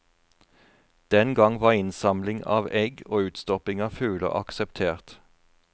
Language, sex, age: Norwegian, male, 41